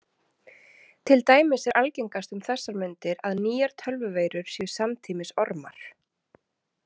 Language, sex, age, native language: Icelandic, female, 30-39, Icelandic